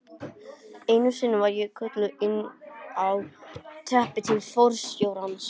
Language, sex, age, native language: Icelandic, male, 18-19, English